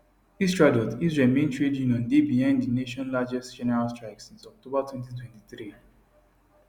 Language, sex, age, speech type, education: Nigerian Pidgin, male, 15-29, spontaneous, tertiary